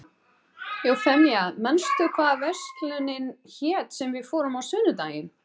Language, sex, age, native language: Icelandic, female, 30-39, Portuguese